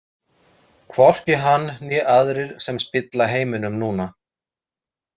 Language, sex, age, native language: Icelandic, male, 30-39, Icelandic